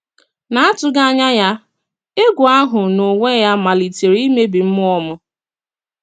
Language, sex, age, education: Igbo, female, 30-45, tertiary